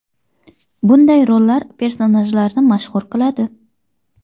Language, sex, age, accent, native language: Uzbek, female, 25-34, Xorazm, Uzbek